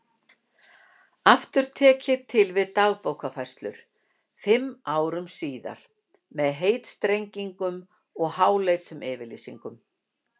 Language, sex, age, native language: Icelandic, female, 60-69, Icelandic